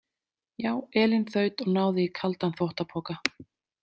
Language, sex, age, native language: Icelandic, female, 30-39, Icelandic